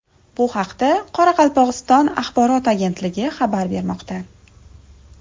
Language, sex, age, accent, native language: Uzbek, female, 30-39, Samarqand, Uzbek